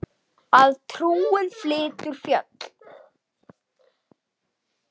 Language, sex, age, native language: Icelandic, male, 8, Icelandic